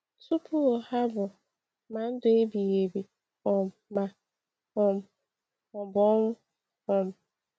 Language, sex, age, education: Igbo, female, 15-29, tertiary